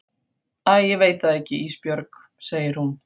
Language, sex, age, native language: Icelandic, female, 40-49, Faroese